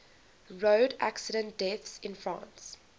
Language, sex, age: English, female, 21